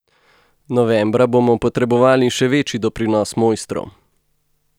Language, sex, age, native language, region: Slovenian, male, 18-29, Slovenian, Gorenjska region